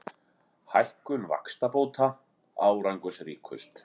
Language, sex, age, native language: Icelandic, male, 40-49, Icelandic